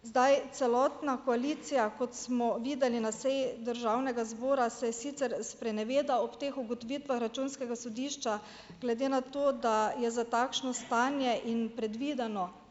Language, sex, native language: Slovenian, female, Slovenian